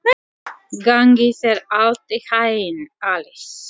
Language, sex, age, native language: Icelandic, female, 40-49, Latvian